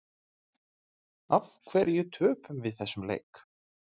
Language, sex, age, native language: Icelandic, male, 30-39, Icelandic